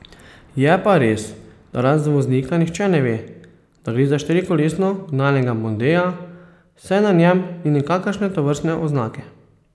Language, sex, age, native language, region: Slovenian, male, 30-49, Slovenian, Posavska region